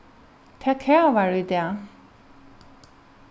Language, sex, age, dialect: Faroese, female, 36-60, Norðuroyggjar